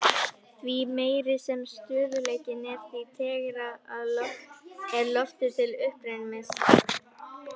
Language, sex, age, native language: Icelandic, female, 18-19, Icelandic